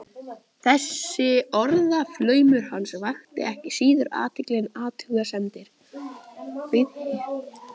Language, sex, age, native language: Icelandic, female, 12, Icelandic